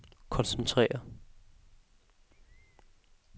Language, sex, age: Danish, male, 18